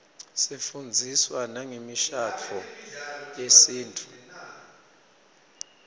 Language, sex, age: Swati, male, 26